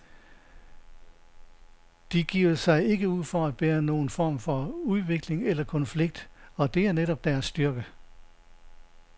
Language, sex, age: Danish, male, 69